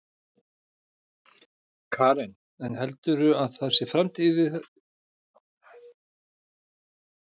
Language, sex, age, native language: Icelandic, male, 50-59, Icelandic